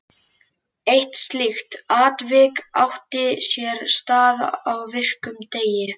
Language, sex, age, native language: Icelandic, male, 11, Icelandic